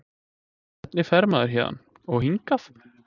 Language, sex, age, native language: Icelandic, male, 20-29, Icelandic